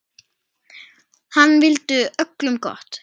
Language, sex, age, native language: Icelandic, female, 10, Icelandic